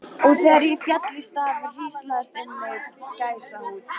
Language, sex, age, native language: Icelandic, female, 13, Icelandic